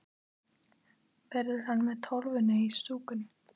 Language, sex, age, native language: Icelandic, female, 12, Icelandic